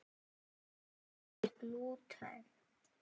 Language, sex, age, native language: Icelandic, male, 9, Icelandic